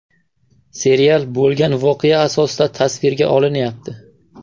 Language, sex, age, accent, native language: Uzbek, male, 18-24, Surxondaryo, Uzbek